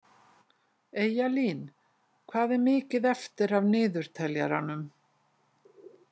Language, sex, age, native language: Icelandic, female, 60-69, Icelandic